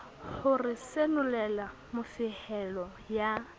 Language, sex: Southern Sotho, female